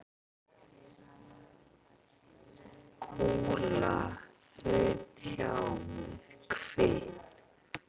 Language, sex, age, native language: Icelandic, female, 40-49, Icelandic